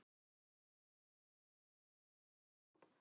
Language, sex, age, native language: Icelandic, male, 9, Icelandic